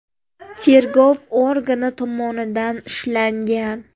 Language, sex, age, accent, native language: Uzbek, female, 18-24, Xorazm, Uzbek